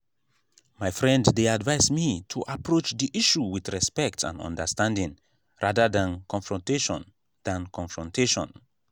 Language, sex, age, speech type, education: Nigerian Pidgin, male, 15-29, spontaneous, tertiary